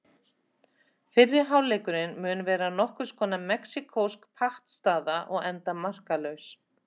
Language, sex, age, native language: Icelandic, female, 30-39, Icelandic